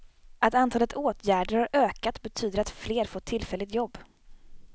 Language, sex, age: Swedish, female, 26